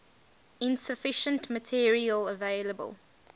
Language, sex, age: English, female, 19